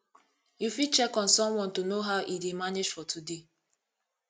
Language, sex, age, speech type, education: Nigerian Pidgin, female, 15-29, spontaneous, tertiary